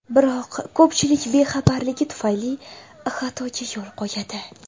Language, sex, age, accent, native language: Uzbek, female, 12-17, Toshkent shahri, Uzbek